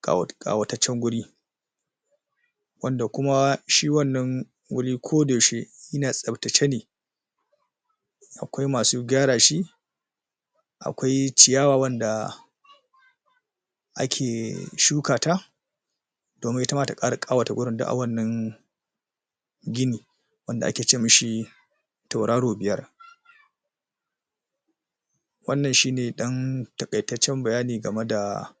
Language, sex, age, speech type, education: Hausa, male, 30-45, spontaneous, tertiary